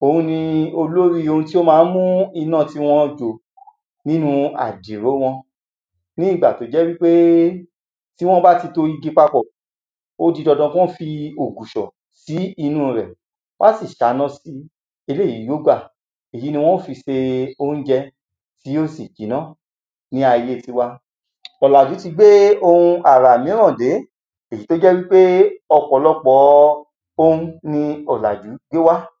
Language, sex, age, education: Yoruba, male, 30-45, secondary